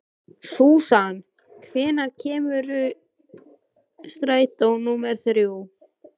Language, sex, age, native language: Icelandic, female, 13, Icelandic